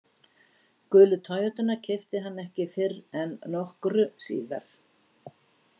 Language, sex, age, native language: Icelandic, female, 60-69, Icelandic